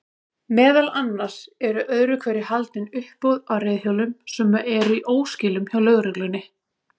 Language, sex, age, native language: Icelandic, female, 30-39, Icelandic